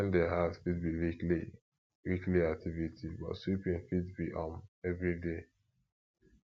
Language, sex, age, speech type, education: Nigerian Pidgin, male, 15-29, spontaneous, tertiary